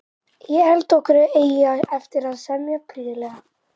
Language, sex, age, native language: Icelandic, male, 12, Icelandic